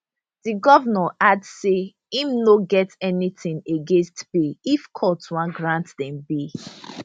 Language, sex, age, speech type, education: Nigerian Pidgin, female, 30-45, spontaneous, tertiary